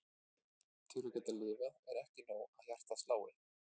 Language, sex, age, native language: Icelandic, male, 20-29, Icelandic